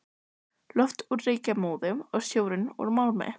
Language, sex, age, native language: Icelandic, other, 12, Icelandic